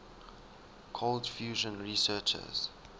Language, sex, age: English, male, 19